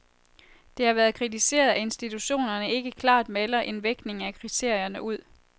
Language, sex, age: Danish, female, 23